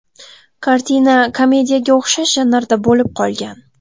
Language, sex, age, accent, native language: Uzbek, female, 12-17, Toshkent viloyati, Uzbek